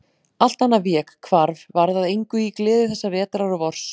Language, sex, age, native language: Icelandic, female, 40-49, Icelandic